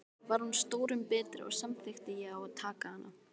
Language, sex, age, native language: Icelandic, female, 12, Icelandic